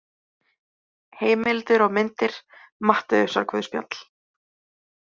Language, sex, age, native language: Icelandic, male, 20-29, Icelandic